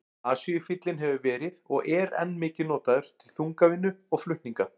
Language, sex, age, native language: Icelandic, male, 40-49, Icelandic